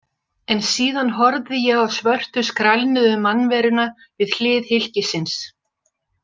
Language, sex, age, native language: Icelandic, female, 60-69, Icelandic